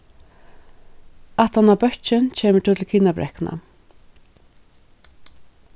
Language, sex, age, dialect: Faroese, female, 36-60, Suðurstreymoy